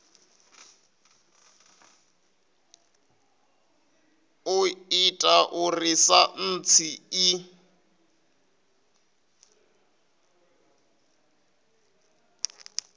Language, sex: Venda, male